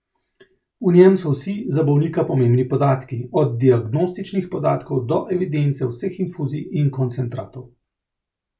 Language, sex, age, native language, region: Slovenian, male, 30-49, Slovenian, Central Slovenia